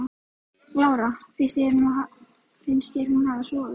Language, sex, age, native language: Icelandic, female, 13, Icelandic